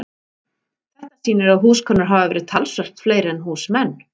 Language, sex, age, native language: Icelandic, female, 40-49, Icelandic